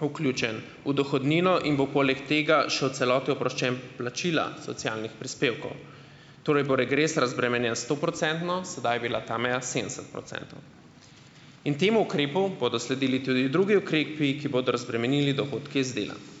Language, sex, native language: Slovenian, male, Slovenian